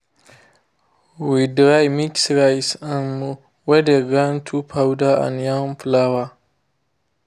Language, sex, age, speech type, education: Nigerian Pidgin, male, 15-29, spontaneous, tertiary